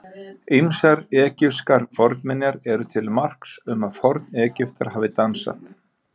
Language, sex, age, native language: Icelandic, male, 50-59, Icelandic